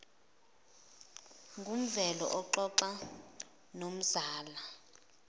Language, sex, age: Zulu, female, 20